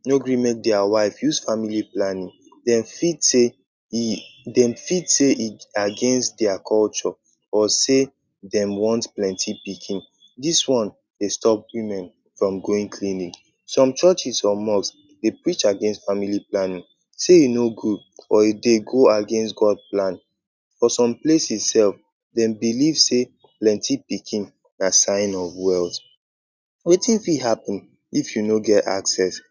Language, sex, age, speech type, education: Nigerian Pidgin, male, 15-29, spontaneous, tertiary